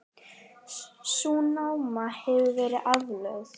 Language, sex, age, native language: Icelandic, female, 10, Icelandic